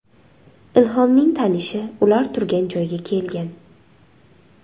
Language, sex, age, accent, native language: Uzbek, female, 25-34, Surxondaryo, Uzbek